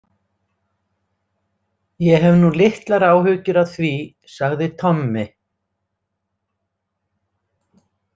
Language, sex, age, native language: Icelandic, female, 60-69, Icelandic